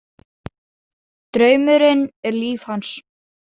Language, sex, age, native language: Icelandic, female, 40-49, Icelandic